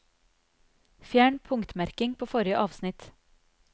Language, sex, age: Norwegian, female, 30